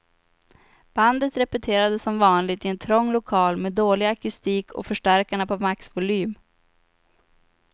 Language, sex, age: Swedish, female, 25